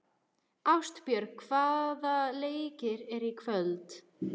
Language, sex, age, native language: Icelandic, female, 13, Icelandic